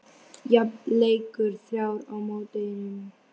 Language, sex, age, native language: Icelandic, female, 12, Icelandic